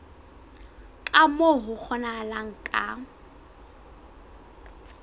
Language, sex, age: Southern Sotho, female, 20